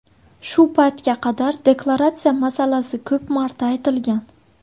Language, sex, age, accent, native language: Uzbek, female, 19-29, Buxoro, Uzbek